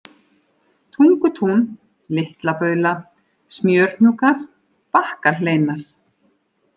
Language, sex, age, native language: Icelandic, female, 40-49, Icelandic